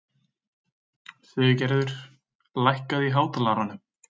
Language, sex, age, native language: Icelandic, male, 20-29, Icelandic